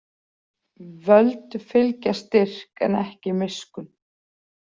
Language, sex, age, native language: Icelandic, female, 40-49, Icelandic